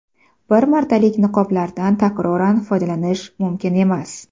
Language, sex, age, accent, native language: Uzbek, female, 25-34, Samarqand, Uzbek